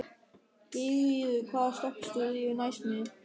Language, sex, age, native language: Icelandic, male, 13, German